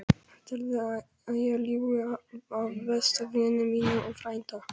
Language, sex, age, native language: Icelandic, male, 11, Polish